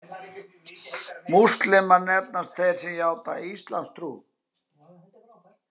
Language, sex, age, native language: Icelandic, male, 50-59, Icelandic